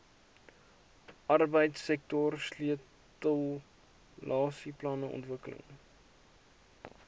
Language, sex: Afrikaans, male